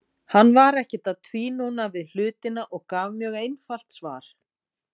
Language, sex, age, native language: Icelandic, female, 40-49, Icelandic